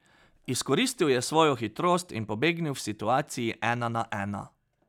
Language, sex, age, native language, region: Slovenian, male, 30-49, Slovenian, Pomurje region